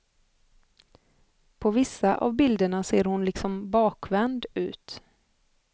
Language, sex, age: Swedish, female, 25